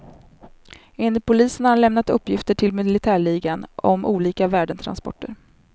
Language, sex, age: Swedish, female, 27